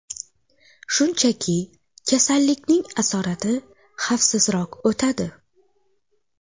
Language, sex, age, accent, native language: Uzbek, female, 18-24, Xorazm, Uzbek